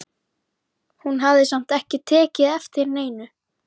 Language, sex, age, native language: Icelandic, female, 11, Icelandic